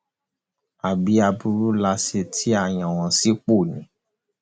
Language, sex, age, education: Yoruba, male, 15-29, tertiary